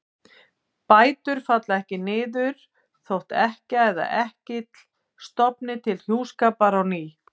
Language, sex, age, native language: Icelandic, female, 50-59, Icelandic